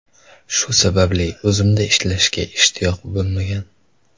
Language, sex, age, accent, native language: Uzbek, male, 12-17, Toshkent viloyati, Kazakh